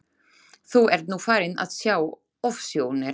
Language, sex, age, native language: Icelandic, female, 20-29, Slovak